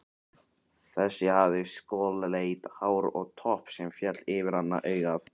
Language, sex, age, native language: Icelandic, male, 18-19, Icelandic